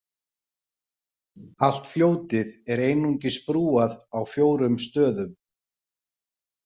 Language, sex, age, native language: Icelandic, male, 40-49, Icelandic